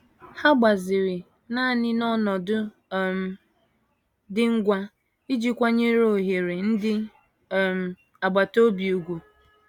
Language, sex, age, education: Igbo, female, 15-29, tertiary